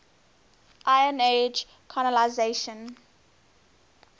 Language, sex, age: English, female, 20